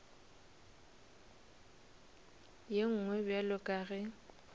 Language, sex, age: Northern Sotho, female, 26